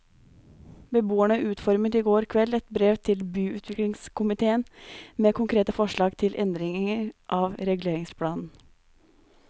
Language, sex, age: Norwegian, female, 26